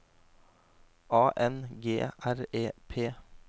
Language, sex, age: Norwegian, male, 26